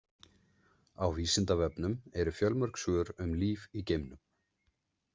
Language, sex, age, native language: Icelandic, male, 30-39, Icelandic